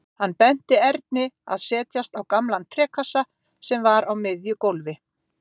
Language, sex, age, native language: Icelandic, female, 50-59, Icelandic